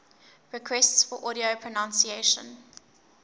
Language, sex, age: English, female, 19